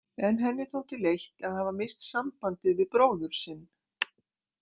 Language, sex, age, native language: Icelandic, female, 60-69, Icelandic